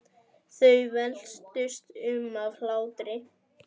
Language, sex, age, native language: Icelandic, male, 9, Icelandic